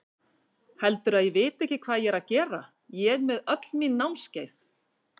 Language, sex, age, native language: Icelandic, female, 50-59, Icelandic